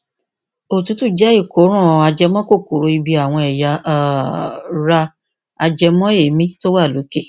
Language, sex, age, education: Yoruba, female, 46-60, tertiary